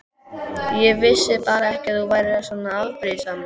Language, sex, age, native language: Icelandic, male, 12, Icelandic